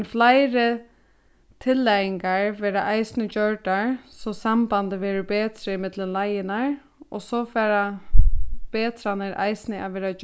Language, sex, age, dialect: Faroese, female, 15-35, Suðurstreymoy